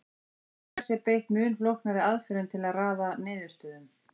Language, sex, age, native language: Icelandic, female, 40-49, Icelandic